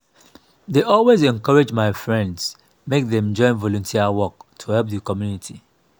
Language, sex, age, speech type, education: Nigerian Pidgin, male, 30-45, spontaneous, tertiary